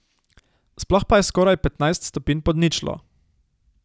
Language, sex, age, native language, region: Slovenian, male, 18-29, Slovenian, Savinja region